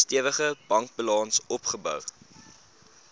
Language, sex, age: Afrikaans, male, 20